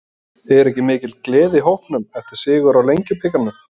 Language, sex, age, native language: Icelandic, male, 30-39, Icelandic